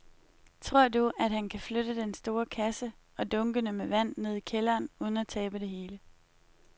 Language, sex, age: Danish, female, 21